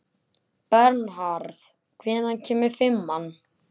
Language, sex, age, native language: Icelandic, male, 11, Icelandic